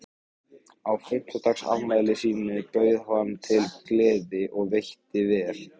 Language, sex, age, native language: Icelandic, male, 15, Icelandic